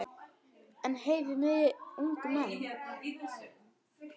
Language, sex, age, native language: Icelandic, male, 9, Icelandic